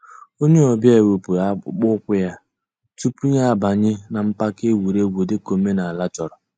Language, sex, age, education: Igbo, male, 15-29, tertiary